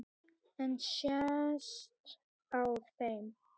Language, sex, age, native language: Icelandic, male, 8, Icelandic